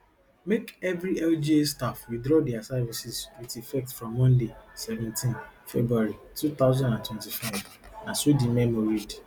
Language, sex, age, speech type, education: Nigerian Pidgin, male, 15-29, spontaneous, tertiary